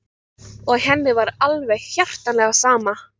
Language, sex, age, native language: Icelandic, other, 13, Icelandic